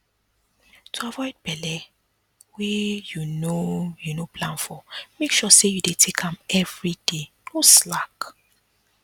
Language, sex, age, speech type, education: Nigerian Pidgin, female, 15-29, spontaneous, tertiary